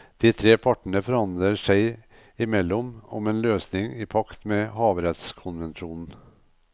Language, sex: Norwegian, male